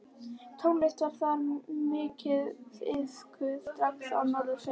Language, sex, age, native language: Icelandic, female, 11, Icelandic